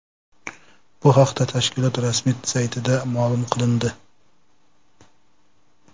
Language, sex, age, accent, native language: Uzbek, male, 25-34, Jizzax, Uzbek